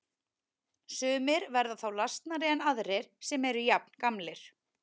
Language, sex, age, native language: Icelandic, female, 30-39, Icelandic